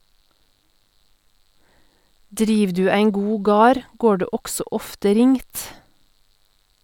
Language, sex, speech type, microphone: Norwegian, female, read, Sennheiser